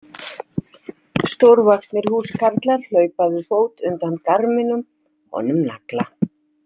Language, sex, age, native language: Icelandic, female, 60-69, Icelandic